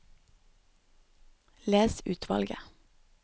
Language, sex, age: Norwegian, female, 29